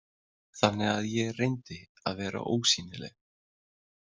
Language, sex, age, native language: Icelandic, male, 30-39, Icelandic